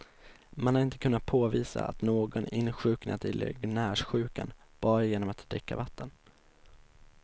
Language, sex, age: Swedish, male, 19